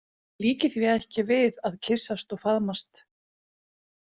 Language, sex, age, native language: Icelandic, female, 40-49, Icelandic